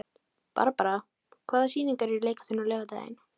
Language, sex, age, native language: Icelandic, female, 18-19, Icelandic